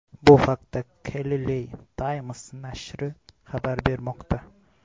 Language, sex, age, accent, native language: Uzbek, male, 18-24, Xorazm, Uzbek